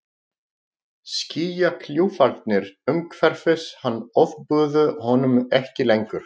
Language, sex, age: Icelandic, male, 40-49